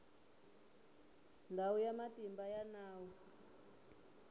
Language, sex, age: Tsonga, female, 19